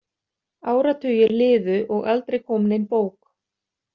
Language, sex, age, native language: Icelandic, other, 30-39, Icelandic